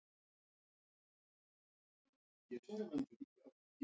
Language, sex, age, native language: Icelandic, female, 18-19, Icelandic